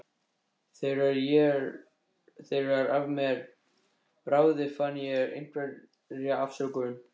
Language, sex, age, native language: Icelandic, male, 13, Icelandic